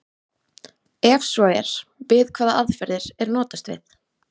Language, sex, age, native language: Icelandic, female, 20-29, Icelandic